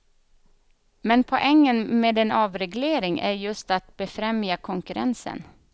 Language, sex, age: Swedish, female, 31